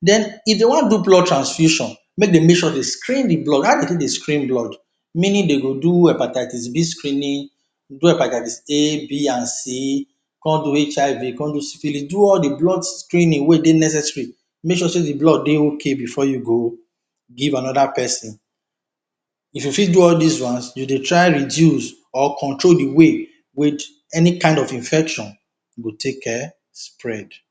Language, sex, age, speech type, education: Nigerian Pidgin, male, 30-45, spontaneous, tertiary